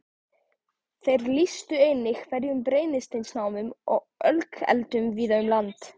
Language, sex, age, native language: Icelandic, male, 14, Icelandic